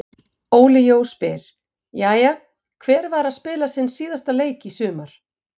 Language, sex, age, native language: Icelandic, female, 50-59, Icelandic